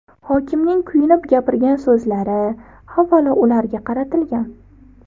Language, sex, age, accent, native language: Uzbek, female, 18-24, Buxoro, Uzbek